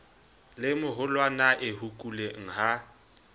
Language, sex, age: Southern Sotho, male, 20